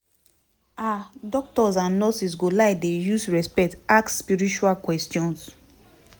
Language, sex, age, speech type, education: Nigerian Pidgin, female, 15-29, spontaneous, tertiary